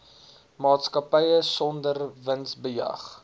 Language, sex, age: Afrikaans, male, 19